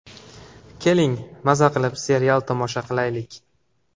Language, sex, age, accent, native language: Uzbek, male, 18-24, Farg'ona, Uzbek